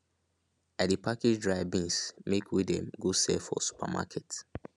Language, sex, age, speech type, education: Nigerian Pidgin, male, 15-29, spontaneous, secondary